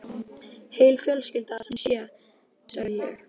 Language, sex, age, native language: Icelandic, female, 12, Icelandic